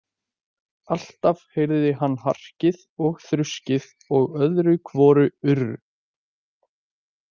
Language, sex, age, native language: Icelandic, male, 20-29, Icelandic